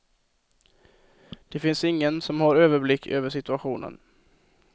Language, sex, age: Swedish, male, 22